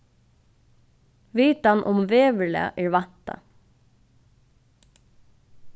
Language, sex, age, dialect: Faroese, female, 15-35, Norðuroyggjar